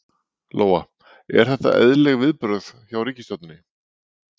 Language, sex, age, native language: Icelandic, male, 40-49, Icelandic